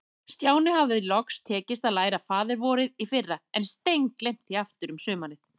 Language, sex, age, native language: Icelandic, female, 30-39, Icelandic